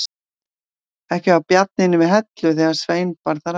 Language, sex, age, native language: Icelandic, female, 60-69, Icelandic